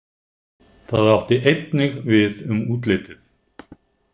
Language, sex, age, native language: Icelandic, male, 50-59, Icelandic